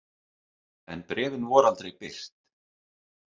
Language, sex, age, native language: Icelandic, male, 30-39, Icelandic